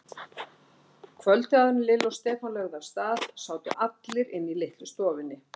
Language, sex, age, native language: Icelandic, female, 60-69, Icelandic